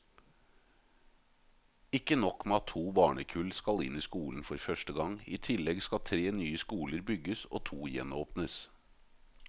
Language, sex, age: Norwegian, male, 38